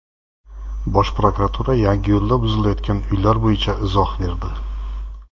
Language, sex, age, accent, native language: Uzbek, male, 40-49, Jizzax, Uzbek